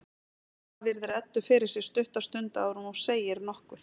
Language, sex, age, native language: Icelandic, female, 40-49, Icelandic